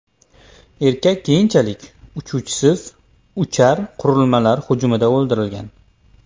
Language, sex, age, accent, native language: Uzbek, male, 25-34, Toshkent viloyati, Uzbek